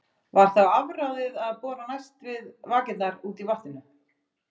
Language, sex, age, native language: Icelandic, female, 40-49, Icelandic